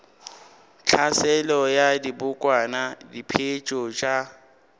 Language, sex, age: Northern Sotho, male, 19